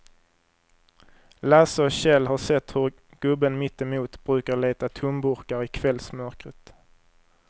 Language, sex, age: Swedish, male, 23